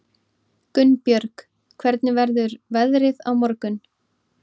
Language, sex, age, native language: Icelandic, female, 30-39, Icelandic